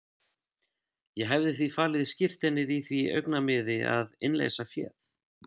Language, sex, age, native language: Icelandic, male, 30-39, Icelandic